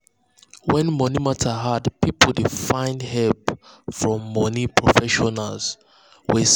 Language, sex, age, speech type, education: Nigerian Pidgin, male, 15-29, spontaneous, tertiary